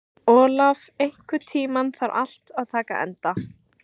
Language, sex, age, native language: Icelandic, female, 18-19, Icelandic